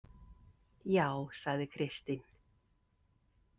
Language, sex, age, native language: Icelandic, female, 50-59, Icelandic